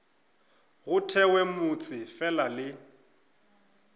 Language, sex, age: Northern Sotho, male, 25